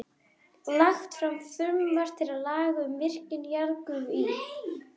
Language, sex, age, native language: Icelandic, female, 12, Icelandic